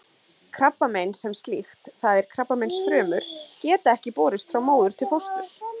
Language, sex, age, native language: Icelandic, female, 20-29, Icelandic